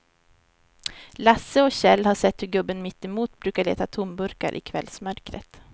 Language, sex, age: Swedish, female, 23